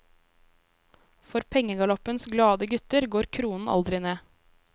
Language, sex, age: Norwegian, female, 23